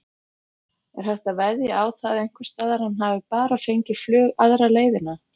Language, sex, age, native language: Icelandic, female, 50-59, Icelandic